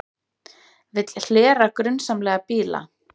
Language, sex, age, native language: Icelandic, female, 30-39, Icelandic